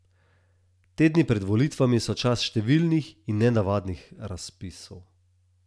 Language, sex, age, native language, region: Slovenian, male, 30-49, Slovenian, Southeast Slovenia